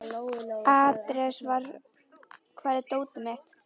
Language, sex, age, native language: Icelandic, female, 11, Icelandic